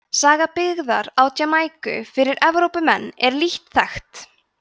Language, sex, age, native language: Icelandic, female, 20-29, Icelandic